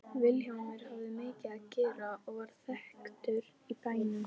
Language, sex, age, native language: Icelandic, female, 11, Icelandic